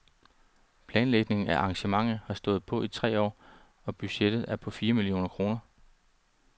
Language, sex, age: Danish, male, 39